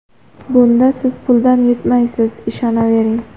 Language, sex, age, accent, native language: Uzbek, female, under 19, Xorazm, Uzbek